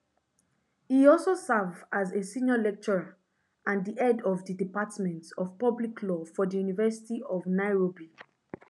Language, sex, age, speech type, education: Nigerian Pidgin, female, 15-29, spontaneous, tertiary